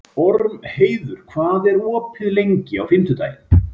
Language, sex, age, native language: Icelandic, male, 50-59, Icelandic